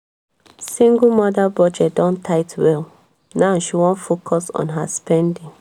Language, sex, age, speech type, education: Nigerian Pidgin, female, 15-29, spontaneous, tertiary